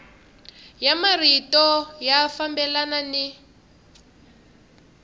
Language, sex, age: Tsonga, female, 23